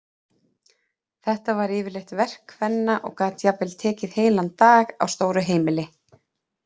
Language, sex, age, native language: Icelandic, female, 30-39, Icelandic